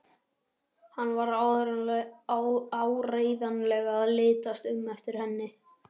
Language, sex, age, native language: Icelandic, male, 11, Icelandic